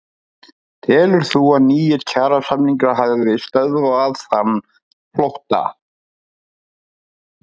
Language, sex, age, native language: Icelandic, male, 30-39, Icelandic